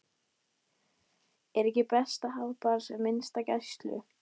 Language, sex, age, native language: Icelandic, female, 12, Icelandic